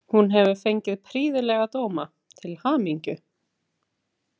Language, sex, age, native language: Icelandic, female, 30-39, Icelandic